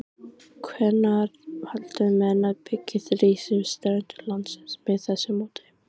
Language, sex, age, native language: Icelandic, female, 18-19, Icelandic